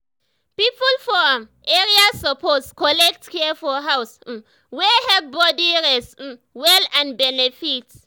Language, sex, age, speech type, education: Nigerian Pidgin, female, 15-29, spontaneous, tertiary